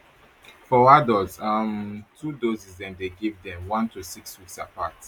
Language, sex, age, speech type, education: Nigerian Pidgin, male, 15-29, spontaneous, tertiary